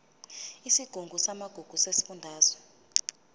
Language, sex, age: Zulu, female, 20